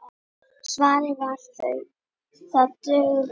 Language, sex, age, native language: Icelandic, female, 9, Icelandic